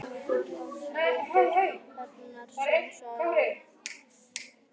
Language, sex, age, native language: Icelandic, male, 11, Icelandic